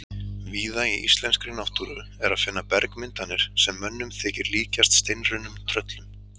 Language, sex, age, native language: Icelandic, male, 30-39, Icelandic